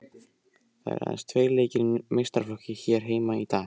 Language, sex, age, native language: Icelandic, male, 18-19, Icelandic